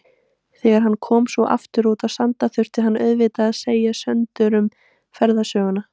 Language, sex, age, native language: Icelandic, female, 18-19, Icelandic